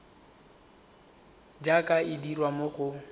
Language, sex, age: Tswana, male, 19